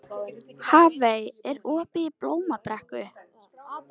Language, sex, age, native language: Icelandic, female, 13, Icelandic